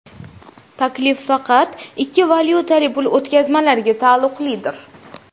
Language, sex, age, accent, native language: Uzbek, female, 19-29, Toshkent shahri, Uzbek